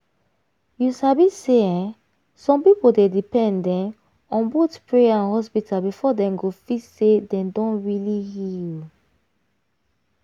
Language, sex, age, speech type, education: Nigerian Pidgin, female, 15-29, spontaneous, tertiary